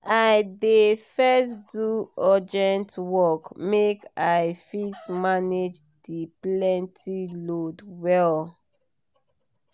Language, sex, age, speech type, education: Nigerian Pidgin, female, 30-45, spontaneous, tertiary